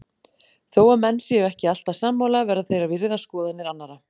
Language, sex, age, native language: Icelandic, female, 40-49, Icelandic